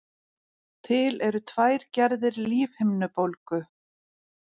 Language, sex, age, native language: Icelandic, female, 40-49, Icelandic